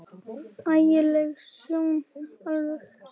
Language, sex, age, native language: Icelandic, male, 10, Icelandic